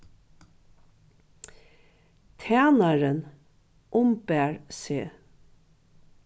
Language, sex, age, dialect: Faroese, female, 61+, Norðuroyggjar